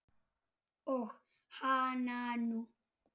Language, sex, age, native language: Icelandic, male, 8, Icelandic